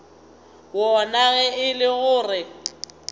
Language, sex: Northern Sotho, female